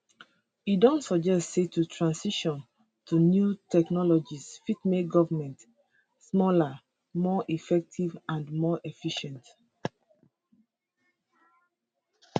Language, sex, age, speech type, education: Nigerian Pidgin, female, 30-45, spontaneous, tertiary